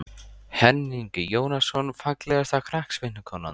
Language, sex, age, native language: Icelandic, male, 14, Icelandic